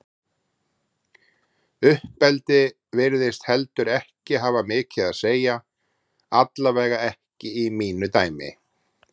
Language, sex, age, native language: Icelandic, male, 40-49, Icelandic